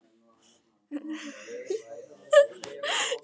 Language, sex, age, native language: Icelandic, female, 15, Icelandic